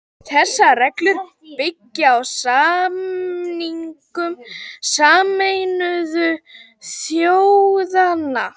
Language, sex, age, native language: Icelandic, female, 18-19, Icelandic